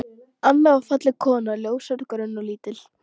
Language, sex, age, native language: Icelandic, female, 12, Icelandic